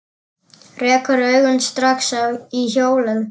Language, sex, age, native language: Icelandic, male, 10, Icelandic